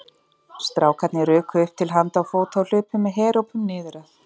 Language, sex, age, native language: Icelandic, female, 30-39, Icelandic